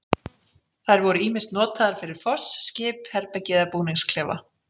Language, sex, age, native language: Icelandic, female, 40-49, Icelandic